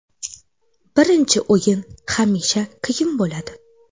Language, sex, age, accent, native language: Uzbek, female, 18-24, Xorazm, Uzbek